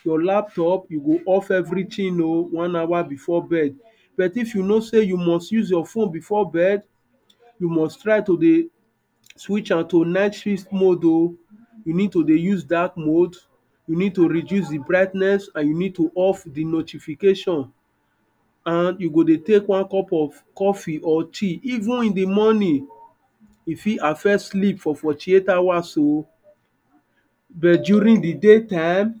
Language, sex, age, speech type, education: Nigerian Pidgin, male, 30-45, spontaneous, tertiary